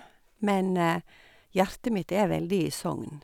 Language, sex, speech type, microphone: Norwegian, female, spontaneous, Sennheiser